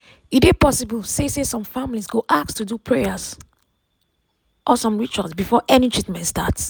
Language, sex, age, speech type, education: Nigerian Pidgin, female, 30-45, spontaneous, tertiary